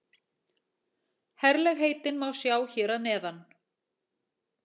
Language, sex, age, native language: Icelandic, female, 40-49, Icelandic